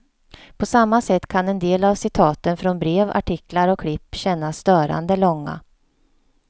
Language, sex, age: Swedish, female, 48